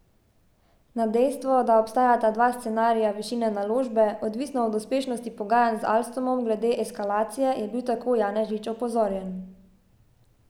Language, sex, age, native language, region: Slovenian, female, 18-29, Slovenian, Savinja region